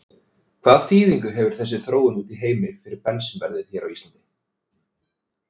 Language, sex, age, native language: Icelandic, male, 30-39, Icelandic